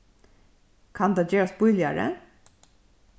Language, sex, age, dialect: Faroese, female, 36-60, Suðurstreymoy